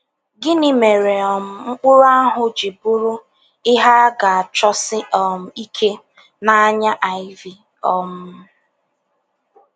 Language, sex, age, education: Igbo, female, 15-29, tertiary